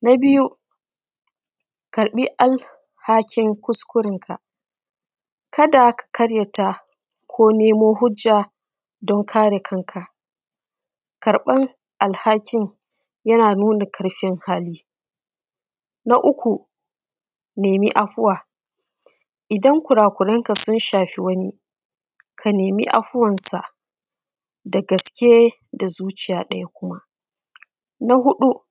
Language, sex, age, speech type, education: Hausa, female, 30-45, spontaneous, secondary